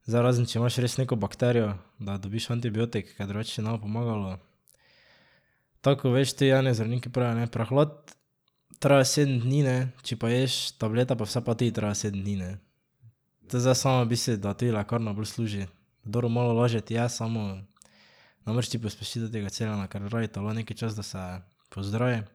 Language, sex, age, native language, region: Slovenian, male, 18-29, Slovenian, Drava region